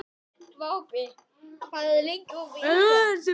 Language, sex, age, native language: Icelandic, female, 11, Icelandic